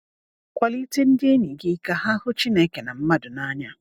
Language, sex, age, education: Igbo, female, 30-45, tertiary